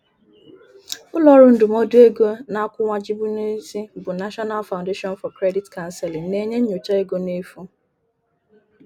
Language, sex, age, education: Igbo, female, 30-45, tertiary